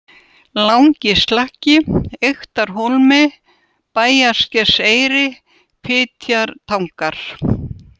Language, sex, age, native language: Icelandic, female, 70-79, Russian